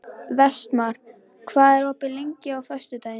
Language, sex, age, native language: Icelandic, female, 11, Icelandic